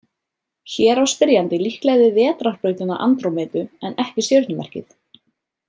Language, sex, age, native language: Icelandic, female, 30-39, Icelandic